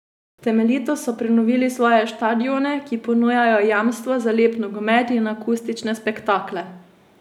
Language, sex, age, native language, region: Slovenian, female, 18-29, Slovenian, Savinja region